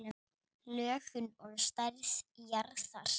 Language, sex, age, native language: Icelandic, male, 8, Icelandic